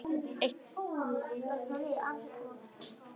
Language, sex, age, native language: Icelandic, male, 10, Icelandic